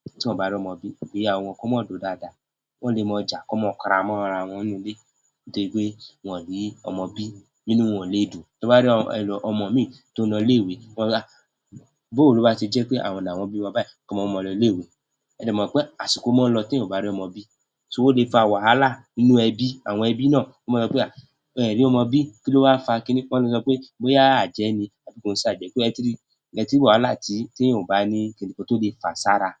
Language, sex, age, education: Yoruba, male, 30-45, tertiary